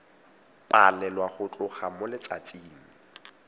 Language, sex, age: Tswana, male, 18